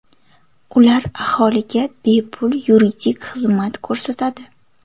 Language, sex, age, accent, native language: Uzbek, female, 18-24, Samarqand, Uzbek